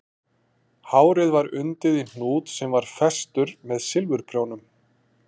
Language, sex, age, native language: Icelandic, male, 40-49, Icelandic